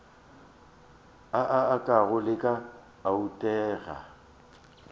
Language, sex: Northern Sotho, male